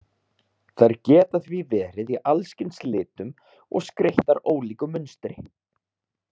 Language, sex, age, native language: Icelandic, male, 30-39, Icelandic